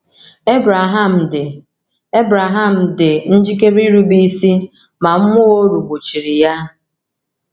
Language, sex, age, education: Igbo, female, 30-45, tertiary